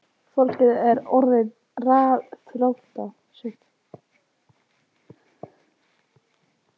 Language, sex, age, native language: Icelandic, female, 18-19, Icelandic